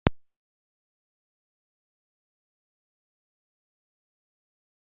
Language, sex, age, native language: Icelandic, female, 40-49, Icelandic